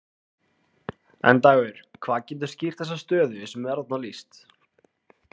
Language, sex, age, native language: Icelandic, male, 20-29, Icelandic